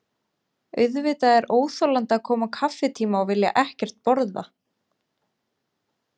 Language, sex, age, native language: Icelandic, female, 20-29, Icelandic